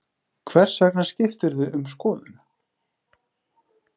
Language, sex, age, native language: Icelandic, male, 40-49, Icelandic